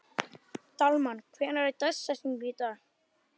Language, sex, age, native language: Icelandic, male, 12, Icelandic